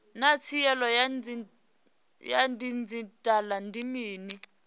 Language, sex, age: Venda, female, 28